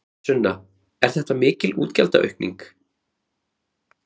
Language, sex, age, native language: Icelandic, male, 30-39, Icelandic